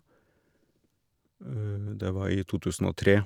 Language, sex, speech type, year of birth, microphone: Norwegian, male, spontaneous, 1979, Shure